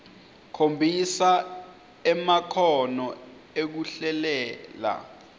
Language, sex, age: Swati, male, 20